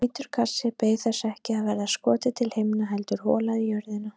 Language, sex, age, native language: Icelandic, female, 30-39, Icelandic